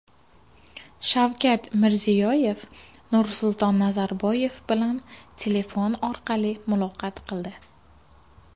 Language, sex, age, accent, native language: Uzbek, female, 19-29, Farg'ona, Uzbek